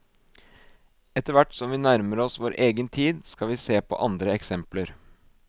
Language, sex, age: Norwegian, male, 24